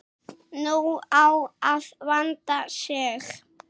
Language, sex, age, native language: Icelandic, female, 6, Icelandic